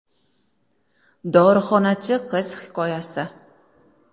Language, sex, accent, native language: Uzbek, female, Samarqand, Uzbek